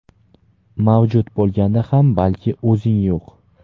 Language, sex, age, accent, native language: Uzbek, male, 19-29, Farg'ona, Uzbek